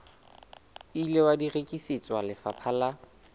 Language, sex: Southern Sotho, male